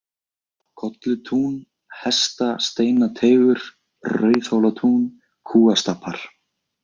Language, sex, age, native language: Icelandic, male, 20-29, Icelandic